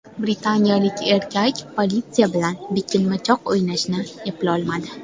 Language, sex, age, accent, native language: Uzbek, female, 19-29, Toshkent viloyati, Uzbek